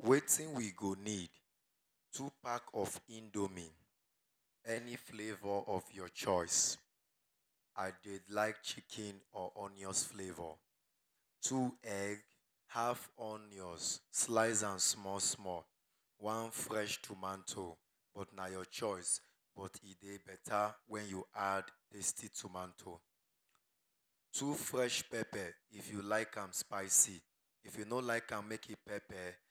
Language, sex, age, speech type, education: Nigerian Pidgin, male, 30-45, spontaneous, tertiary